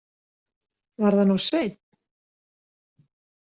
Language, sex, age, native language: Icelandic, female, 60-69, Icelandic